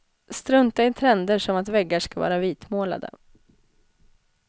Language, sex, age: Swedish, female, 20